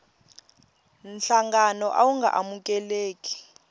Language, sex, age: Tsonga, female, 20